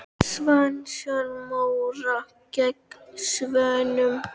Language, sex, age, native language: Icelandic, female, 12, Icelandic